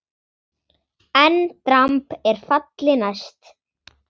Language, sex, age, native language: Icelandic, female, 10, Icelandic